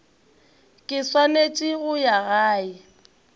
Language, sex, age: Northern Sotho, female, 22